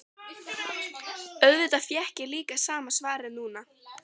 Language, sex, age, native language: Icelandic, female, 12, Icelandic